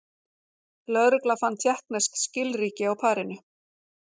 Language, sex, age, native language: Icelandic, female, 40-49, Icelandic